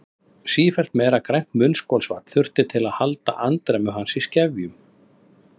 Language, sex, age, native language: Icelandic, male, 30-39, Icelandic